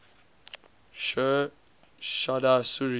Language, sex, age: English, male, 20